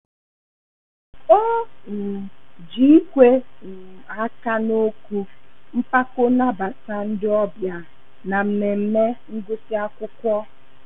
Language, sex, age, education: Igbo, female, 15-29, tertiary